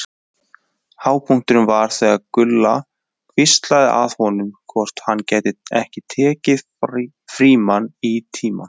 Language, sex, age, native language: Icelandic, male, 20-29, Icelandic